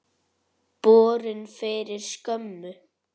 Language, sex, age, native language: Icelandic, male, 9, Icelandic